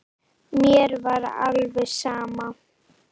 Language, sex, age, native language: Icelandic, female, 9, Icelandic